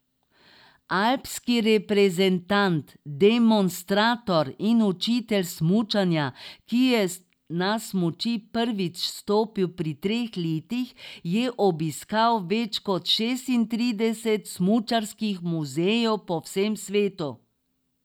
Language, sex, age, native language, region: Slovenian, female, 60+, Slovenian, Drava region